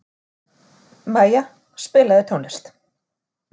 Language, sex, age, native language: Icelandic, female, 40-49, Icelandic